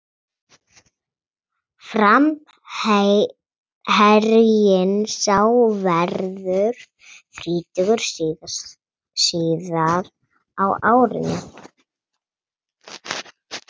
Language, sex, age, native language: Icelandic, female, 30-39, Icelandic